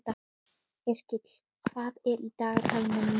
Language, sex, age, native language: Icelandic, female, 12, Icelandic